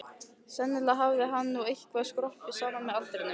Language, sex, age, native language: Icelandic, female, 15, Icelandic